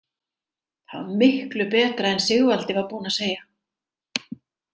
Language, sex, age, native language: Icelandic, female, 60-69, Icelandic